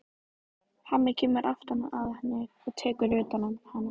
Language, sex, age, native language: Icelandic, female, 12, Icelandic